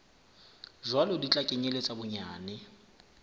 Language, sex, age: Southern Sotho, male, 24